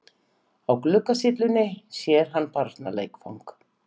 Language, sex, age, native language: Icelandic, female, 50-59, Icelandic